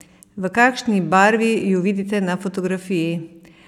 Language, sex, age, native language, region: Slovenian, female, 50-59, Slovenian, Savinja region